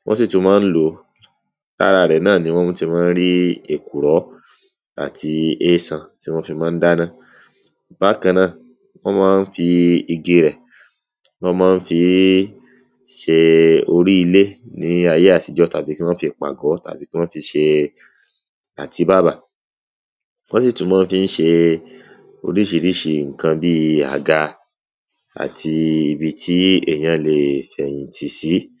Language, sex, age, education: Yoruba, male, 30-45, secondary